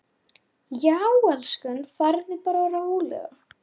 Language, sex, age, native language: Icelandic, female, 9, Lithuanian